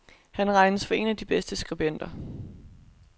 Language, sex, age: Danish, female, 22